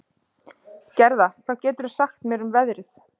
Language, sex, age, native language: Icelandic, female, 20-29, Icelandic